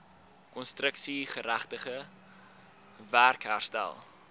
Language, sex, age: Afrikaans, male, 19